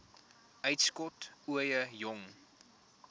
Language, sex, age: Afrikaans, male, 21